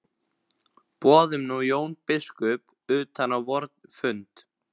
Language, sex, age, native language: Icelandic, male, 15, Icelandic